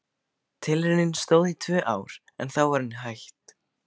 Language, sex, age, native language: Icelandic, male, 15, Icelandic